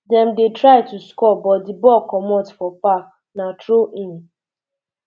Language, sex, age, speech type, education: Nigerian Pidgin, female, 15-29, spontaneous, secondary